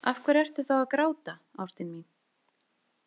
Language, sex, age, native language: Icelandic, female, 30-39, Icelandic